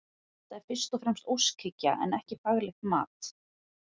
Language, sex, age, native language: Icelandic, female, 40-49, Icelandic